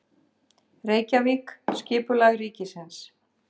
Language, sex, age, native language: Icelandic, female, 50-59, Icelandic